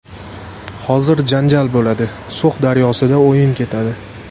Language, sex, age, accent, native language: Uzbek, male, 18-24, Andijon, Uzbek